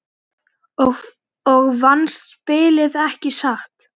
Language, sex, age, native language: Icelandic, female, 9, Icelandic